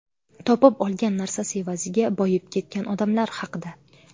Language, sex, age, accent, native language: Uzbek, female, 19-29, Navoiy, Uzbek